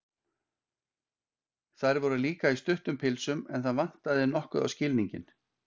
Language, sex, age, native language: Icelandic, male, 50-59, Icelandic